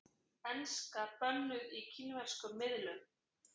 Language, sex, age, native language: Icelandic, female, 40-49, Icelandic